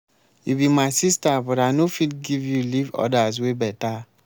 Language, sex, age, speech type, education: Nigerian Pidgin, male, 15-29, spontaneous, tertiary